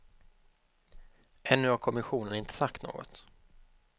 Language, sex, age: Swedish, male, 25